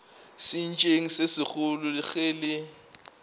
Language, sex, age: Northern Sotho, male, 24